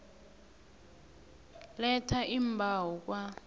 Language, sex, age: South Ndebele, female, 21